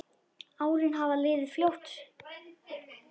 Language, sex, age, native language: Icelandic, female, 10, Icelandic